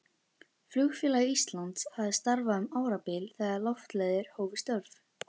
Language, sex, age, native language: Icelandic, female, 11, Icelandic